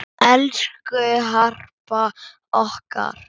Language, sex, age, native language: Icelandic, male, 6, Icelandic